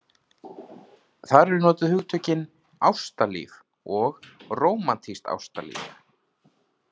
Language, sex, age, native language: Icelandic, male, 30-39, Icelandic